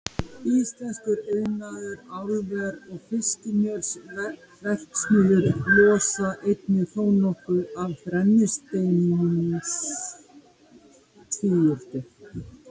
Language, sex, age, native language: Icelandic, female, 50-59, Icelandic